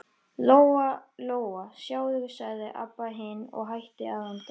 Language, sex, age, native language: Icelandic, female, 13, Icelandic